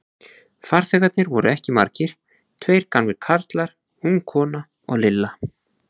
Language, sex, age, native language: Icelandic, male, 20-29, Icelandic